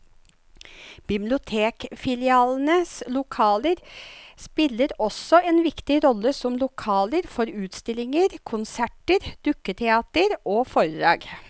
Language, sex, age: Norwegian, female, 54